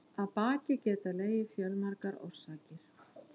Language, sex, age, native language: Icelandic, female, 11, Icelandic